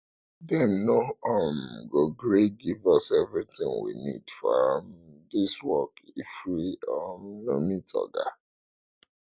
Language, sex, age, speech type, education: Nigerian Pidgin, male, 15-29, spontaneous, tertiary